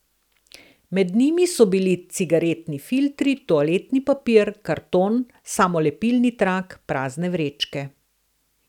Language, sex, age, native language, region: Slovenian, female, 60+, Slovenian, Southeast Slovenia